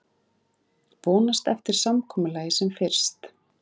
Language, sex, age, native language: Icelandic, female, 30-39, Icelandic